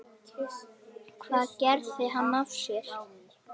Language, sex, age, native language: Icelandic, female, 10, Icelandic